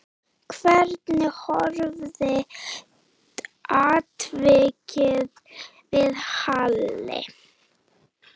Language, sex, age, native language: Icelandic, female, 9, Icelandic